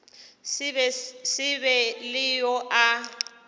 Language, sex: Northern Sotho, female